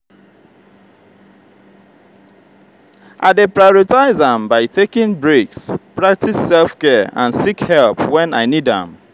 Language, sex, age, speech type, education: Nigerian Pidgin, male, 30-45, spontaneous, tertiary